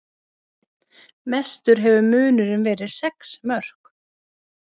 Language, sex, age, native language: Icelandic, female, 50-59, Icelandic